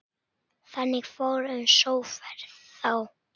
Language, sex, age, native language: Icelandic, male, 8, Icelandic